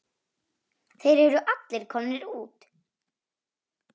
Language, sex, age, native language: Icelandic, female, 9, Icelandic